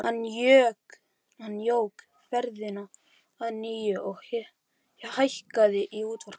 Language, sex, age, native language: Icelandic, male, 11, Icelandic